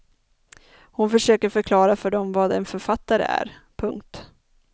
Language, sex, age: Swedish, female, 30